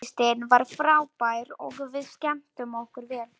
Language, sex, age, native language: Icelandic, male, 40-49, Polish